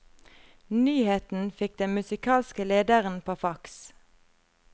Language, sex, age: Norwegian, female, 33